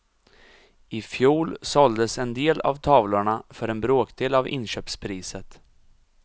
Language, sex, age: Swedish, male, 34